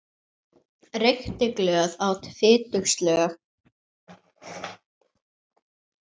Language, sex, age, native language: Icelandic, male, 9, Icelandic